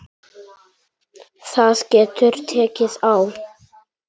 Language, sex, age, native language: Icelandic, male, 9, Icelandic